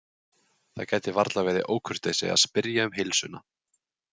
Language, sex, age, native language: Icelandic, male, 20-29, Icelandic